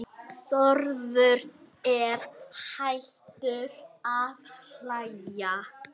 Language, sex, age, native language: Icelandic, female, 9, Icelandic